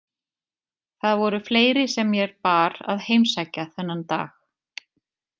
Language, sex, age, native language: Icelandic, female, 30-39, Icelandic